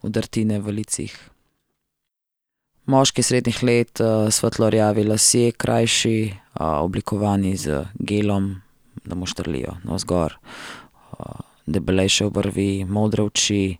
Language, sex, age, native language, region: Slovenian, female, 30-49, Slovenian, Central Slovenia